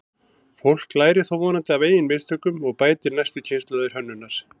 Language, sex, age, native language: Icelandic, male, 40-49, Icelandic